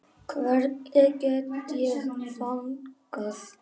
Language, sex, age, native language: Icelandic, male, 9, Icelandic